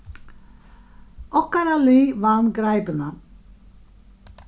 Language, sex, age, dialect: Faroese, female, 61+, Vágar